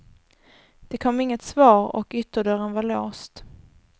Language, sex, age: Swedish, female, 24